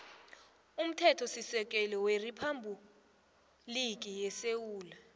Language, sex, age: South Ndebele, female, 20